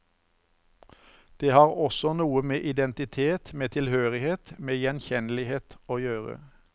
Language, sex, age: Norwegian, male, 54